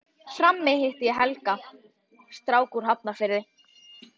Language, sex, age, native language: Icelandic, female, 12, Icelandic